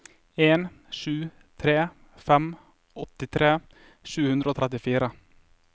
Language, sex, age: Norwegian, male, 21